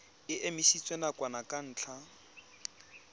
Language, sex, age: Tswana, male, 23